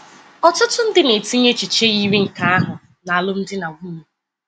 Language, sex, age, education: Igbo, female, 15-29, tertiary